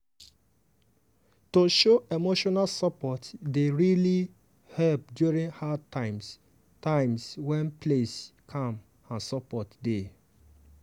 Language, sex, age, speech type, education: Nigerian Pidgin, male, 15-29, spontaneous, tertiary